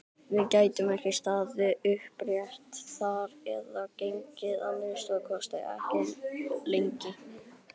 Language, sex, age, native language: Icelandic, female, 60-69, Icelandic